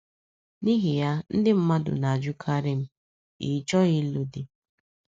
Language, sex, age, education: Igbo, female, 15-29, secondary